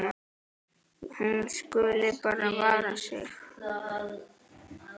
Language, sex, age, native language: Icelandic, male, 10, Icelandic